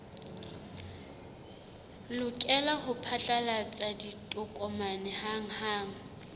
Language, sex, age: Southern Sotho, female, 35